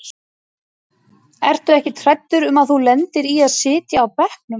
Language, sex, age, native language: Icelandic, female, 40-49, Icelandic